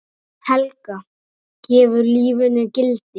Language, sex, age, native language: Icelandic, male, 9, Icelandic